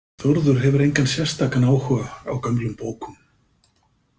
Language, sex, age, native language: Icelandic, male, 50-59, Icelandic